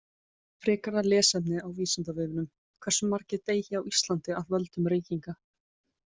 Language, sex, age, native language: Icelandic, female, 20-29, Icelandic